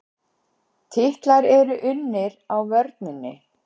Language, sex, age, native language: Icelandic, female, 60-69, Icelandic